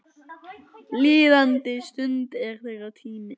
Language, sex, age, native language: Icelandic, male, 10, Icelandic